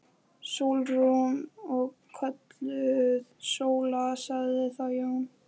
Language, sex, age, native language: Icelandic, female, 11, Icelandic